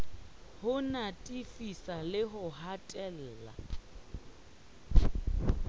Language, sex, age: Southern Sotho, female, 30